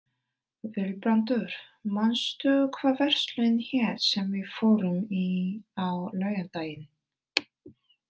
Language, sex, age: Icelandic, female, 30-39